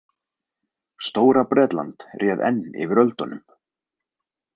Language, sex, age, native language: Icelandic, male, 20-29, Icelandic